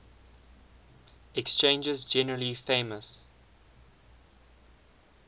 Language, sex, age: English, male, 19